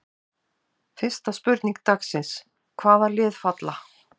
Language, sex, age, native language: Icelandic, female, 50-59, Icelandic